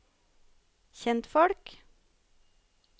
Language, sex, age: Norwegian, female, 36